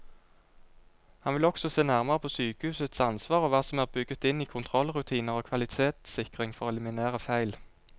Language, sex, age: Norwegian, male, 22